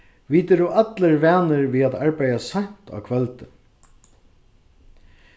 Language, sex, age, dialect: Faroese, male, 36-60, Suðurstreymoy